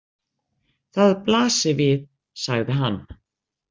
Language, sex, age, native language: Icelandic, female, 60-69, Icelandic